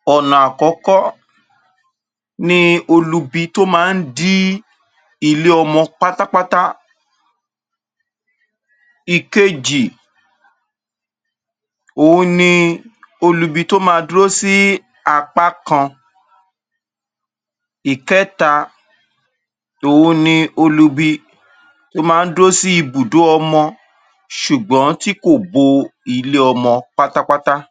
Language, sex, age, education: Yoruba, male, 30-45, tertiary